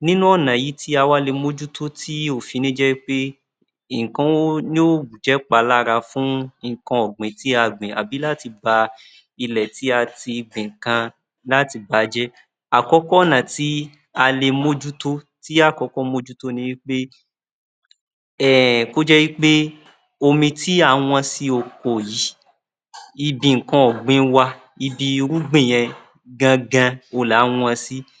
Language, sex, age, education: Yoruba, male, 30-45, tertiary